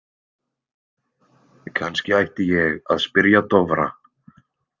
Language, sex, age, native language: Icelandic, male, 20-29, Icelandic